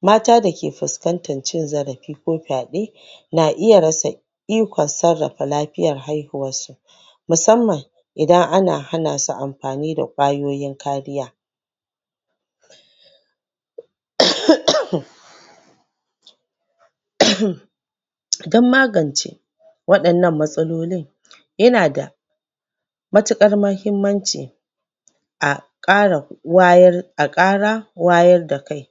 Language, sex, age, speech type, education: Hausa, female, 15-29, spontaneous, tertiary